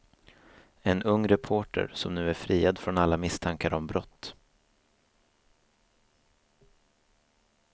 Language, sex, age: Swedish, male, 24